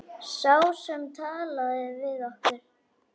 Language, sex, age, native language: Icelandic, female, 10, Icelandic